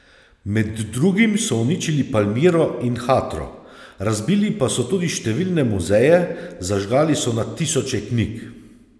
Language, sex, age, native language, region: Slovenian, male, 30-49, Slovenian, Savinja region